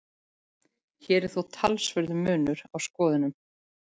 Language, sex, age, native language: Icelandic, female, 40-49, Icelandic